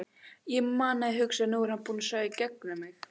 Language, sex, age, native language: Icelandic, female, 16, Icelandic